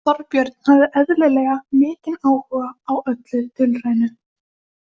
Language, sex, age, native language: Icelandic, female, 18-19, Icelandic